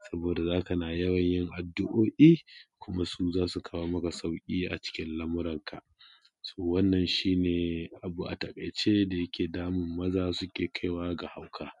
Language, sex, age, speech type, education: Hausa, male, 30-45, spontaneous, tertiary